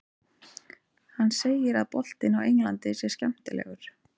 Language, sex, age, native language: Icelandic, female, 30-39, Icelandic